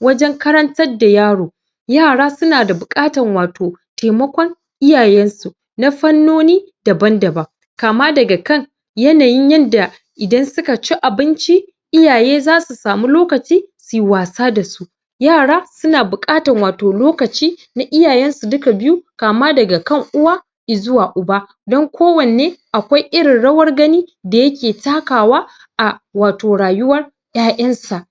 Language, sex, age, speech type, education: Hausa, male, 15-29, spontaneous, secondary